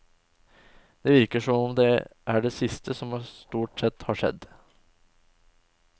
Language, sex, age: Norwegian, male, 20